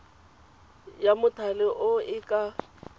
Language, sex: Tswana, female